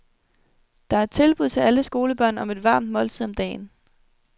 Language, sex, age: Danish, female, 21